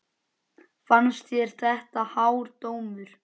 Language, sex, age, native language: Icelandic, male, 9, Icelandic